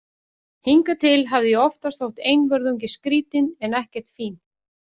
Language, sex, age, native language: Icelandic, female, 40-49, Icelandic